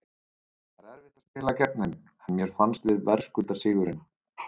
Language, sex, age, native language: Icelandic, male, 30-39, Icelandic